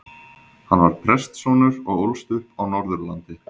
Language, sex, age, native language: Icelandic, male, 20-29, Icelandic